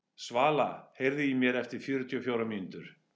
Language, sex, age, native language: Icelandic, male, 50-59, English